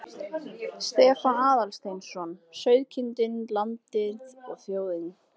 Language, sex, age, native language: Icelandic, female, 20-29, Icelandic